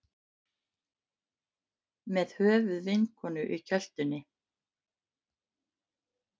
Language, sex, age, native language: Icelandic, female, 50-59, Icelandic